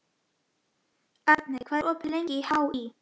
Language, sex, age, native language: Icelandic, female, 11, Icelandic